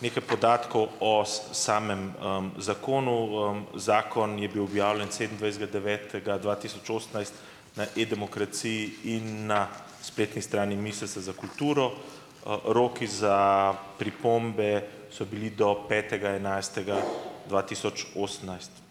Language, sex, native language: Slovenian, male, Slovenian